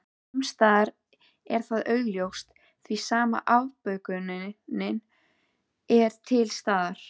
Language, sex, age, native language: Icelandic, female, 13, Icelandic